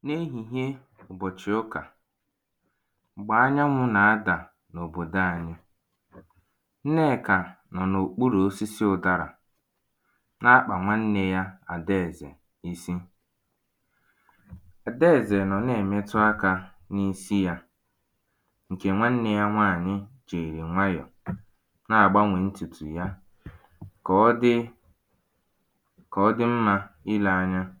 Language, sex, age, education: Igbo, male, 15-29, tertiary